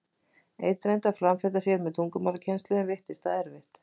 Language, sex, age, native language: Icelandic, female, 20-29, Icelandic